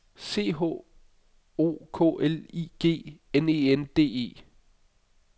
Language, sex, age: Danish, male, 25